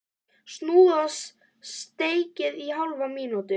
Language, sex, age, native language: Icelandic, female, 11, Icelandic